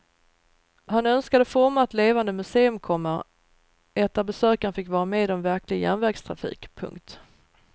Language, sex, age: Swedish, female, 39